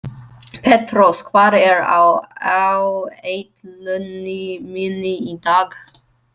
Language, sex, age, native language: Icelandic, female, 30-39, English